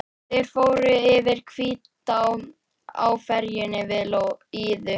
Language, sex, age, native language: Icelandic, female, 11, Icelandic